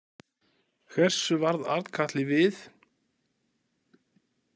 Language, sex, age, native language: Icelandic, male, 40-49, Icelandic